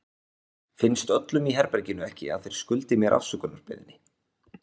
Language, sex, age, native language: Icelandic, male, 20-29, Icelandic